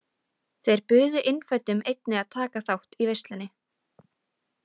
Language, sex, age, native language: Icelandic, female, 18-19, Icelandic